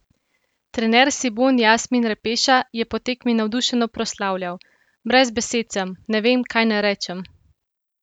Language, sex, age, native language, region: Slovenian, female, 18-29, Slovenian, Central Slovenia